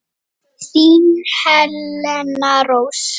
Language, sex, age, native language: Icelandic, female, 8, Icelandic